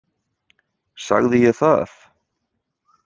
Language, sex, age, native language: Icelandic, male, 30-39, Icelandic